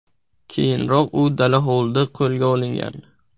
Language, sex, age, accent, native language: Uzbek, male, 18-24, Buxoro, Uzbek